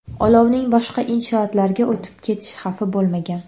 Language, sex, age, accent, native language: Uzbek, female, under 19, Andijon, Uzbek